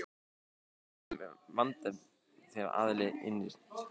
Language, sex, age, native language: Icelandic, male, 16, Icelandic